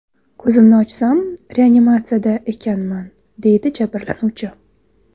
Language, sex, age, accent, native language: Uzbek, female, 19-29, Toshkent viloyati, Uzbek